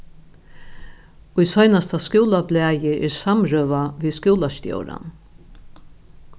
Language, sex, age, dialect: Faroese, female, 61+, Norðuroyggjar